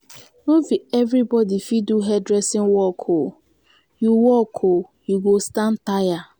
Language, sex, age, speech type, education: Nigerian Pidgin, female, 15-29, spontaneous, tertiary